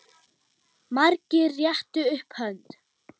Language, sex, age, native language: Icelandic, male, 6, German